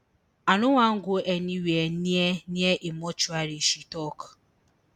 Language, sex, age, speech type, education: Nigerian Pidgin, female, 30-45, spontaneous, tertiary